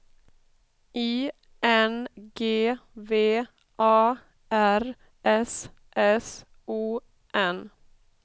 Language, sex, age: Swedish, female, 32